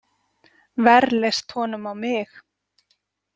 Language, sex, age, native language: Icelandic, female, 40-49, Icelandic